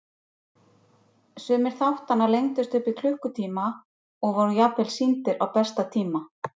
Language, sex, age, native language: Icelandic, female, 50-59, Icelandic